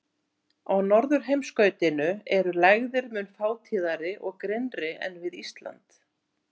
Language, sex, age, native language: Icelandic, female, 18-19, Icelandic